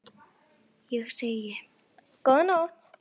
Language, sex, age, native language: Icelandic, female, 10, Icelandic